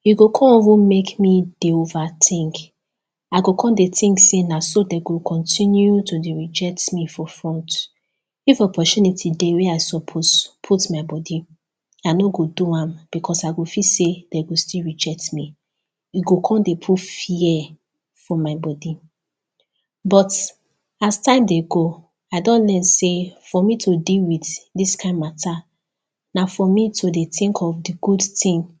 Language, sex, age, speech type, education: Nigerian Pidgin, female, 15-29, spontaneous, tertiary